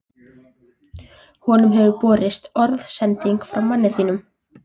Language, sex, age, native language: Icelandic, female, 14, Icelandic